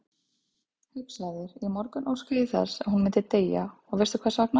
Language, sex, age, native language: Icelandic, female, 30-39, Icelandic